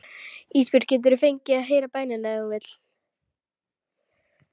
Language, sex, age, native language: Icelandic, female, 12, Icelandic